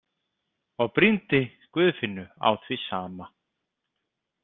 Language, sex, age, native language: Icelandic, male, 30-39, Icelandic